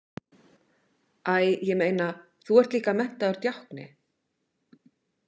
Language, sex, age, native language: Icelandic, female, 50-59, Icelandic